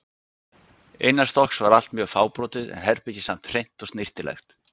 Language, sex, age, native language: Icelandic, male, 60-69, Icelandic